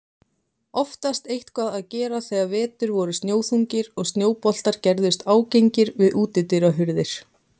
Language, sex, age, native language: Icelandic, female, 20-29, Icelandic